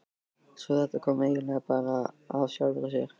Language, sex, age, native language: Icelandic, male, 13, Icelandic